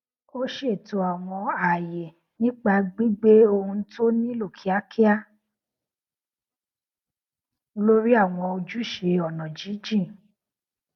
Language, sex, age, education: Yoruba, female, 15-29, tertiary